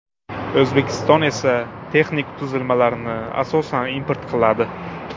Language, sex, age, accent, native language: Uzbek, male, 18-24, Buxoro, Uzbek